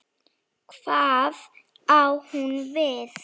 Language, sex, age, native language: Icelandic, female, 8, Slovak